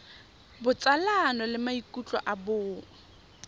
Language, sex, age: Tswana, female, 25